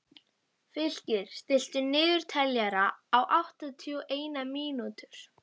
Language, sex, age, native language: Icelandic, female, 12, Icelandic